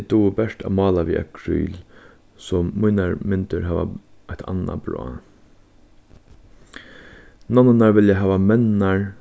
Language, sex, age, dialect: Faroese, male, 15-35, Suðurstreymoy